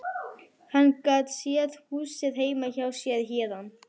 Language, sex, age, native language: Icelandic, female, 11, Icelandic